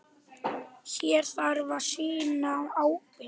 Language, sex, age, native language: Icelandic, other, 10, Icelandic